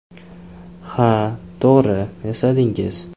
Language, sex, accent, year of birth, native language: Uzbek, male, Jizzax, 2003, Uzbek